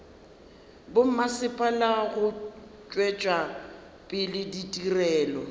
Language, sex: Northern Sotho, female